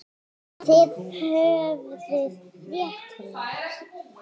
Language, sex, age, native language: Icelandic, female, 9, Icelandic